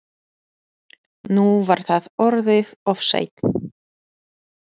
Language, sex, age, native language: Icelandic, female, 30-39, Polish